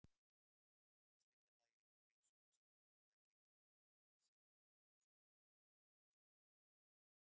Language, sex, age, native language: Icelandic, male, 60-69, Icelandic